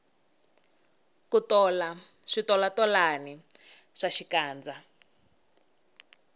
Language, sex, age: Tsonga, female, 19